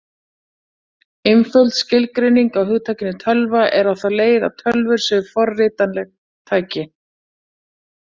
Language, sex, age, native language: Icelandic, female, 40-49, Icelandic